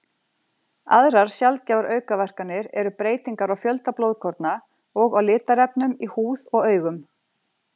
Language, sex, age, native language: Icelandic, female, 40-49, Icelandic